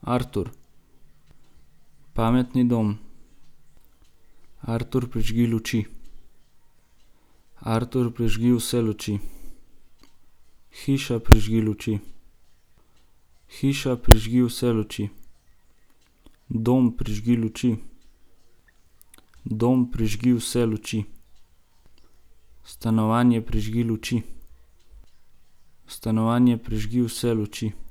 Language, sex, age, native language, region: Slovenian, male, 18-29, Slovenian, Gorenjska region